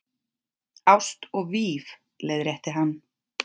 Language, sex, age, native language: Icelandic, female, 40-49, Icelandic